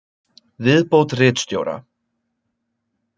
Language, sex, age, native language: Icelandic, male, 20-29, Icelandic